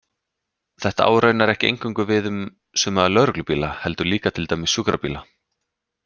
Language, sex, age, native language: Icelandic, male, 30-39, Icelandic